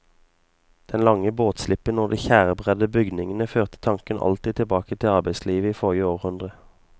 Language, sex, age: Norwegian, male, 22